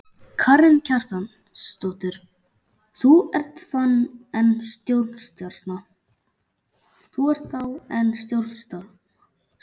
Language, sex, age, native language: Icelandic, male, 11, Icelandic